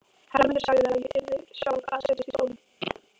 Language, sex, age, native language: Icelandic, female, 13, Icelandic